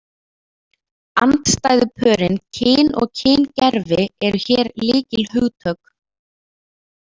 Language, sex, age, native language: Icelandic, female, 20-29, Icelandic